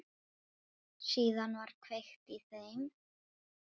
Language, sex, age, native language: Icelandic, male, 7, Icelandic